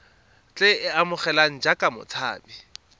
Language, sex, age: Tswana, male, 22